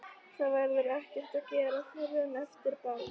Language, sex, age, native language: Icelandic, female, 13, Icelandic